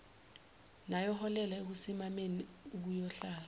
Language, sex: Zulu, female